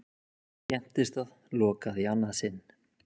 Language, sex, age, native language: Icelandic, male, 30-39, Icelandic